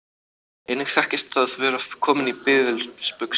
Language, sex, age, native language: Icelandic, other, 18-19, Icelandic